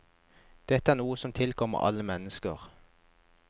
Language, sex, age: Norwegian, male, 21